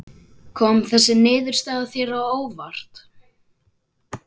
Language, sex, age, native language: Icelandic, male, 12, Icelandic